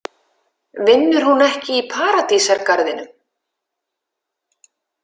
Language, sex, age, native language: Icelandic, female, 50-59, Icelandic